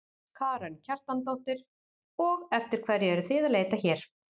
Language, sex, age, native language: Icelandic, female, 40-49, Icelandic